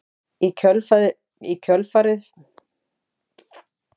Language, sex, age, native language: Icelandic, female, 40-49, Icelandic